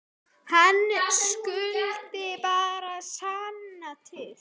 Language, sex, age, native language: Icelandic, female, 8, Icelandic